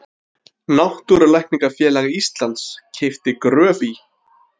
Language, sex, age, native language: Icelandic, male, 30-39, Icelandic